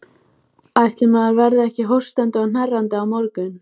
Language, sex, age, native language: Icelandic, female, 14, Icelandic